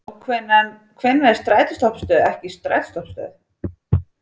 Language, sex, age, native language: Icelandic, female, 40-49, Icelandic